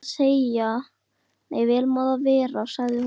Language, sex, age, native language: Icelandic, female, 12, Icelandic